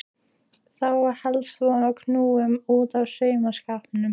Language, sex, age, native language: Icelandic, female, 15, Icelandic